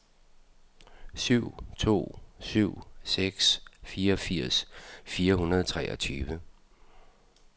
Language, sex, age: Danish, male, 52